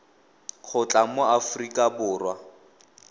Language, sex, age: Tswana, male, 18